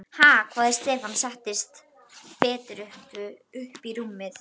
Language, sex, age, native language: Icelandic, female, 12, Icelandic